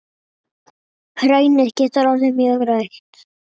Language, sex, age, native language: Icelandic, female, 7, Icelandic